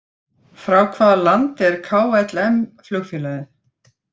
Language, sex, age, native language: Icelandic, female, 50-59, Icelandic